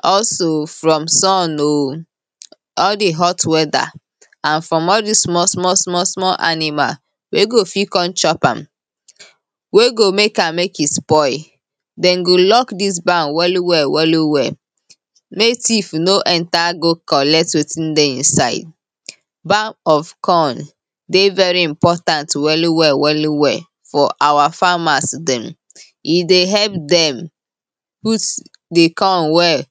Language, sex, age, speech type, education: Nigerian Pidgin, female, 15-29, spontaneous, tertiary